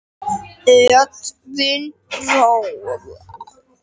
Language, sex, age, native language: Icelandic, female, 8, Icelandic